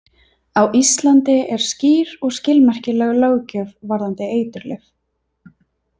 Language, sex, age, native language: Icelandic, female, 30-39, Icelandic